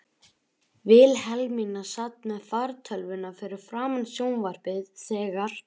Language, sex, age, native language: Icelandic, male, 11, Icelandic